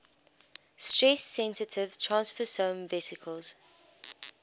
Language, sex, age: English, female, 21